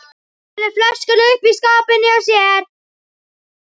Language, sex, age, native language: Icelandic, female, 12, Icelandic